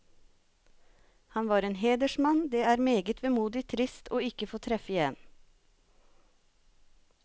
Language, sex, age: Norwegian, female, 36